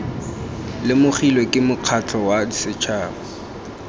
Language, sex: Tswana, male